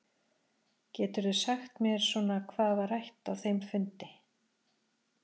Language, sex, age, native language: Icelandic, female, 40-49, Icelandic